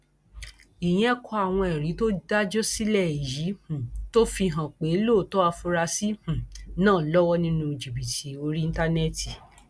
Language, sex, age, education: Yoruba, female, 46-60, tertiary